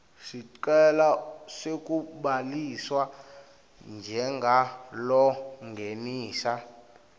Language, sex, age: Swati, male, 21